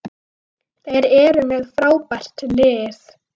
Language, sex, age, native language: Icelandic, female, 9, Icelandic